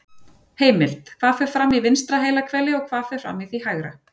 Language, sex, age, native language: Icelandic, female, 40-49, Icelandic